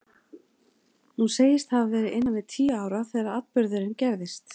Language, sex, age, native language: Icelandic, female, 40-49, Icelandic